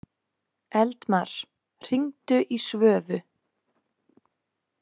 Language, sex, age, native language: Icelandic, female, 20-29, Icelandic